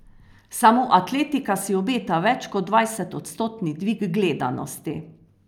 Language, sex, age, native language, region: Slovenian, female, 50-59, Slovenian, Carinthia region